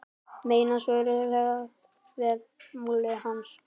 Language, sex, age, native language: Icelandic, male, 10, Icelandic